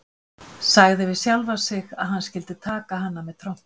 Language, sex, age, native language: Icelandic, female, 50-59, Icelandic